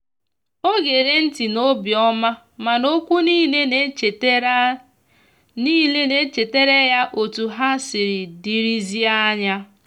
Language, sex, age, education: Igbo, female, 15-29, tertiary